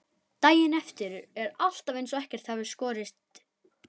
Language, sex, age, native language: Icelandic, male, 11, Icelandic